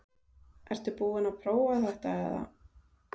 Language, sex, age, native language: Icelandic, female, 30-39, Icelandic